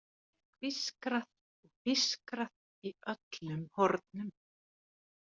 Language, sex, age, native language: Icelandic, female, 40-49, Icelandic